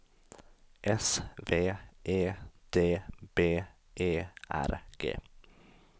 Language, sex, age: Swedish, male, 20